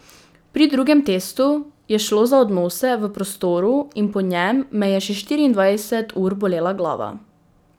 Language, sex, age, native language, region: Slovenian, female, 18-29, Slovenian, Drava region